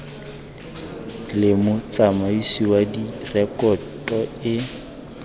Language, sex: Tswana, male